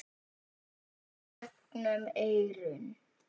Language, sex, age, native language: Icelandic, male, 9, Icelandic